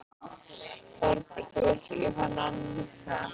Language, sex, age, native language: Icelandic, female, 15, Icelandic